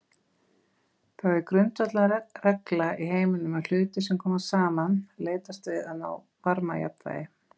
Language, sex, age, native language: Icelandic, female, 20-29, Icelandic